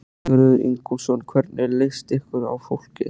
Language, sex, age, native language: Icelandic, male, 13, Icelandic